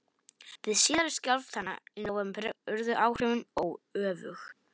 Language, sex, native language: Icelandic, male, Polish